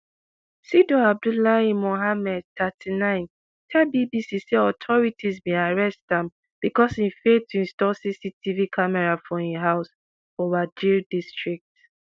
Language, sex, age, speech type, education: Nigerian Pidgin, female, 15-29, spontaneous, tertiary